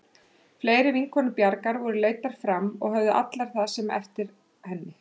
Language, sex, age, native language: Icelandic, female, 30-39, Icelandic